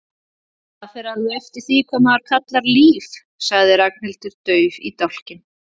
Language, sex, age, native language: Icelandic, female, 30-39, Icelandic